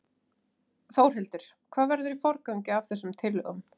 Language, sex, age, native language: Icelandic, female, 30-39, Icelandic